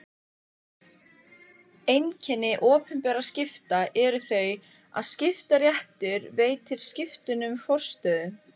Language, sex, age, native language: Icelandic, female, 15, Icelandic